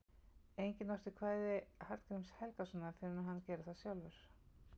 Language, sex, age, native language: Icelandic, female, 50-59, Icelandic